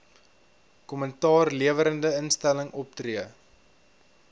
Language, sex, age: Afrikaans, male, 21